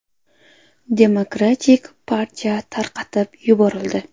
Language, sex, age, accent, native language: Uzbek, female, 18-24, Sirdaryo, Uzbek